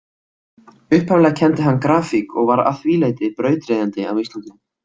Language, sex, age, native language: Icelandic, male, 18-19, Icelandic